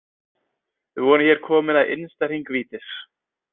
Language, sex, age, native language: Icelandic, male, 20-29, Icelandic